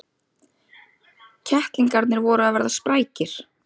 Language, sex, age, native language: Icelandic, female, 30-39, Icelandic